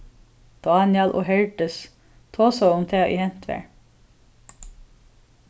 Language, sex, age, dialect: Faroese, female, 36-60, Suðurstreymoy